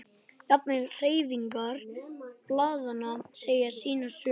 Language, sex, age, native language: Icelandic, male, 11, Icelandic